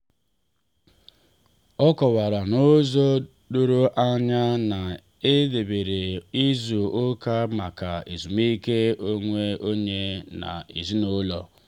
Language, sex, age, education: Igbo, male, 30-45, tertiary